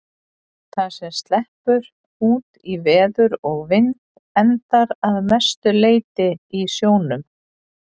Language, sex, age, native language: Icelandic, female, 40-49, Icelandic